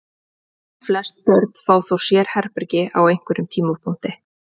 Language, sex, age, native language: Icelandic, female, 20-29, Icelandic